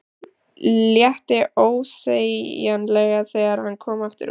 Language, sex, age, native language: Icelandic, female, 14, Icelandic